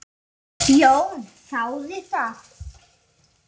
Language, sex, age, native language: Icelandic, female, 8, Icelandic